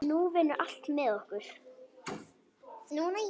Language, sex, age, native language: Icelandic, female, 8, Icelandic